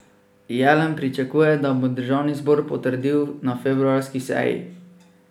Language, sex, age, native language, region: Slovenian, male, 18-29, Slovenian, Drava region